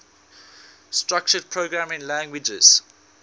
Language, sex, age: English, male, 19